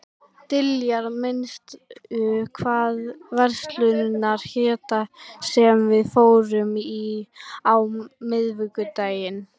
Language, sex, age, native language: Icelandic, female, 12, Icelandic